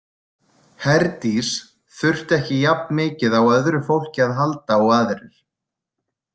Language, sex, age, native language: Icelandic, male, 20-29, Icelandic